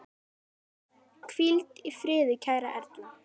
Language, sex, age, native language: Icelandic, female, 10, Icelandic